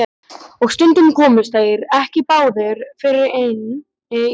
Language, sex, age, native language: Icelandic, male, 12, Icelandic